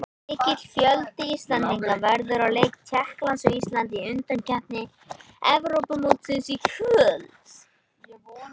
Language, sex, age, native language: Icelandic, male, 18-19, Icelandic